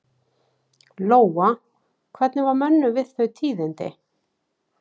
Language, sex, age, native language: Icelandic, female, 40-49, Icelandic